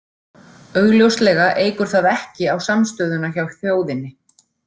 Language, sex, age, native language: Icelandic, female, 40-49, Icelandic